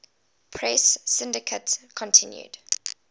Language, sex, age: English, female, 20